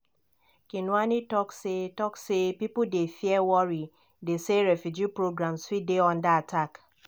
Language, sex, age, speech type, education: Nigerian Pidgin, female, 15-29, spontaneous, tertiary